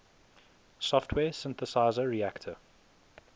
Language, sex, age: English, male, 19